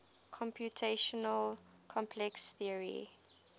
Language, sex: English, female